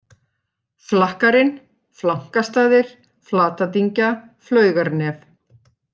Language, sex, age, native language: Icelandic, female, 50-59, Icelandic